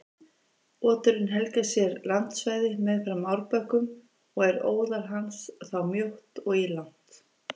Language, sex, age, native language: Icelandic, female, 50-59, Icelandic